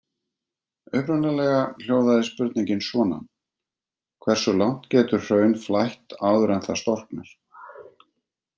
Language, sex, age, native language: Icelandic, male, 50-59, Icelandic